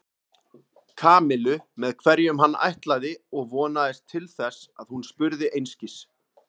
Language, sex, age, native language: Icelandic, male, 30-39, Icelandic